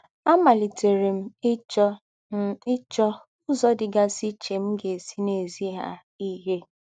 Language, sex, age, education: Igbo, female, 15-29, tertiary